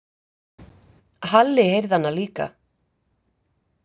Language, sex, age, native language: Icelandic, female, 50-59, Icelandic